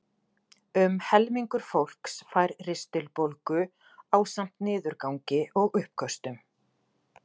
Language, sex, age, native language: Icelandic, female, 40-49, Icelandic